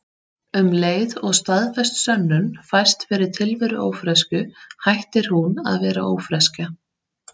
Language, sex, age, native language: Icelandic, female, 30-39, Icelandic